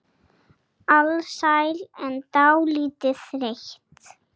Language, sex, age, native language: Icelandic, female, 7, Icelandic